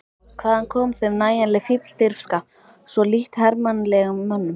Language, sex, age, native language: Icelandic, female, 13, Icelandic